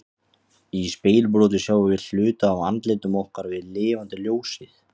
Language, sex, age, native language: Icelandic, male, 18-19, Icelandic